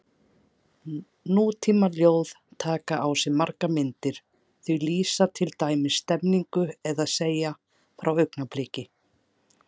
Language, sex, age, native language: Icelandic, female, 30-39, Icelandic